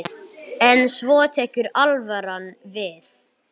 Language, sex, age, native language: Icelandic, male, 9, English